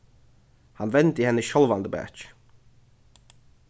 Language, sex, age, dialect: Faroese, male, 15-35, Norðurstreymoy/Eysturoy